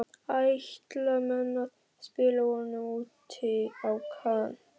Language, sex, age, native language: Icelandic, male, 12, Icelandic